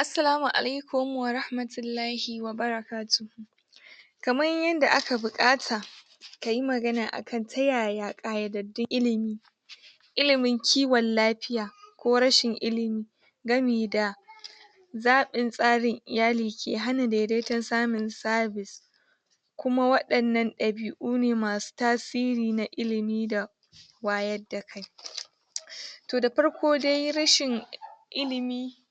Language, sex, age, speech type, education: Hausa, female, 30-45, spontaneous, tertiary